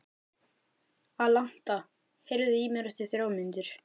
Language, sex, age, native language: Icelandic, male, 12, Icelandic